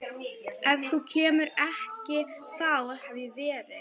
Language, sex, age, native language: Icelandic, female, 11, Icelandic